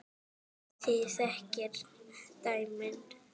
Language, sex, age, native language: Icelandic, female, 8, Icelandic